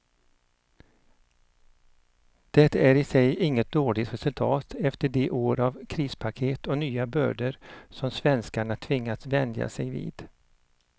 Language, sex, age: Swedish, male, 59